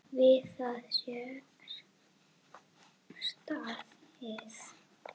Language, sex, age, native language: Icelandic, female, 8, Icelandic